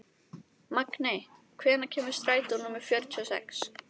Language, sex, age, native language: Icelandic, female, 13, Icelandic